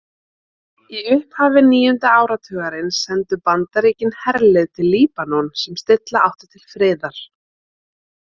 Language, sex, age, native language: Icelandic, female, 30-39, Icelandic